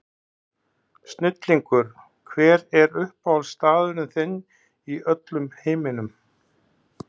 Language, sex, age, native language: Icelandic, male, 60-69, Icelandic